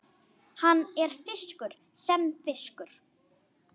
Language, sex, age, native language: Icelandic, female, 9, Icelandic